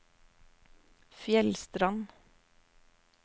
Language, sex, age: Norwegian, female, 24